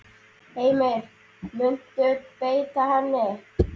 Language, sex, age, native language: Icelandic, male, 10, Icelandic